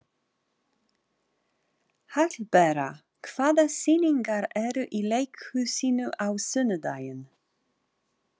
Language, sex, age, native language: Icelandic, female, 40-49, Polish